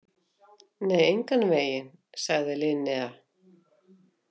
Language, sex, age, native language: Icelandic, female, 50-59, Icelandic